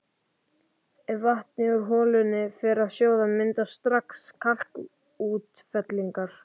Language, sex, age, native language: Icelandic, male, 11, Icelandic